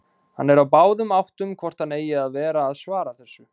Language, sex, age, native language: Icelandic, male, 20-29, Icelandic